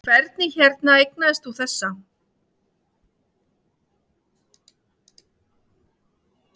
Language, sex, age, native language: Icelandic, female, 50-59, Icelandic